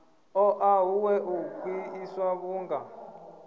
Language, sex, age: Venda, male, 25